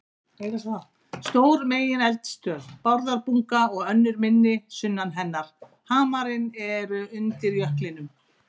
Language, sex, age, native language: Icelandic, female, 60-69, Icelandic